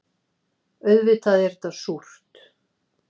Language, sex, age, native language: Icelandic, female, 50-59, Icelandic